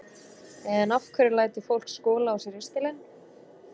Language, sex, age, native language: Icelandic, female, 30-39, Icelandic